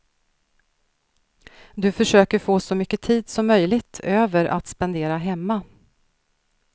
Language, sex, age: Swedish, female, 46